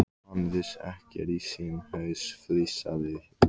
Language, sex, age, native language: Icelandic, male, 15, Icelandic